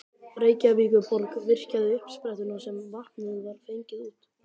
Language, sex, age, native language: Icelandic, male, 12, Icelandic